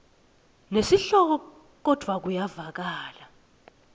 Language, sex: Swati, female